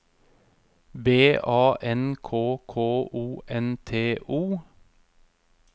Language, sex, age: Norwegian, male, 31